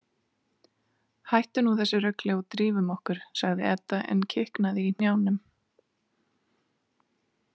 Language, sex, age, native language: Icelandic, female, 30-39, Icelandic